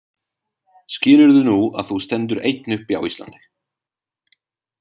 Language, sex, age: Icelandic, male, 30-39